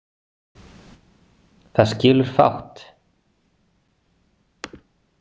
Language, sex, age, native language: Icelandic, male, 40-49, Icelandic